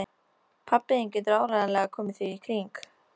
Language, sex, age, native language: Icelandic, female, 13, Icelandic